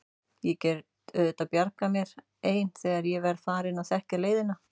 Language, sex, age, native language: Icelandic, female, 30-39, Icelandic